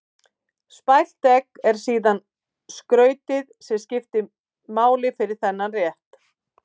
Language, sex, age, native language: Icelandic, female, 50-59, Icelandic